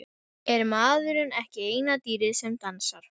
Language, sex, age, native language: Icelandic, female, 12, Icelandic